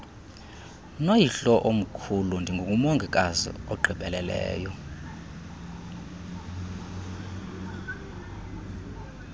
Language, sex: Xhosa, male